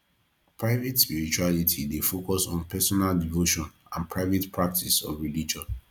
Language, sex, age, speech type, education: Nigerian Pidgin, male, 15-29, spontaneous, tertiary